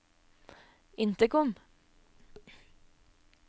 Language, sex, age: Norwegian, female, 24